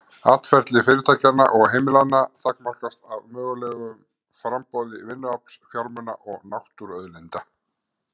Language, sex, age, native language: Icelandic, male, 50-59, Icelandic